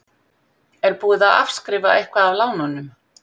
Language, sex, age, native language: Icelandic, female, 50-59, Icelandic